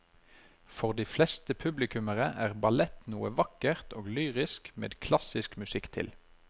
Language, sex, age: Norwegian, male, 33